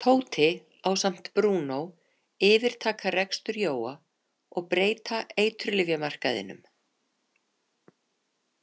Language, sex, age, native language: Icelandic, female, 50-59, Icelandic